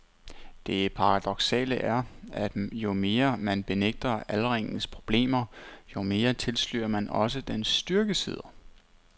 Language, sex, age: Danish, male, 29